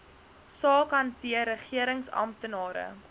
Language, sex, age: Afrikaans, female, 19